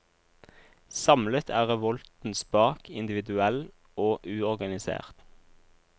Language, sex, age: Norwegian, male, 26